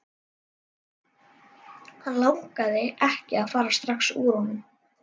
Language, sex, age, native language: Icelandic, other, 12, Icelandic